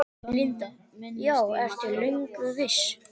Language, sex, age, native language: Icelandic, male, 10, Icelandic